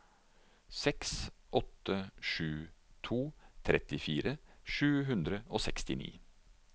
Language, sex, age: Norwegian, male, 49